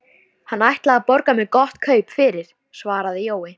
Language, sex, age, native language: Icelandic, female, 13, Icelandic